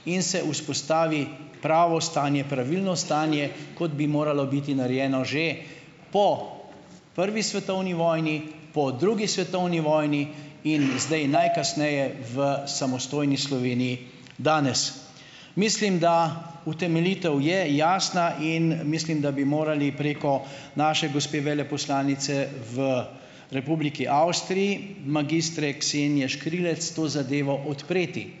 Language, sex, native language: Slovenian, male, Slovenian